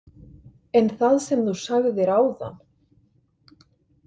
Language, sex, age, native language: Icelandic, male, 50-59, Icelandic